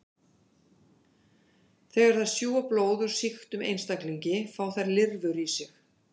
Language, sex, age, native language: Icelandic, female, 50-59, Icelandic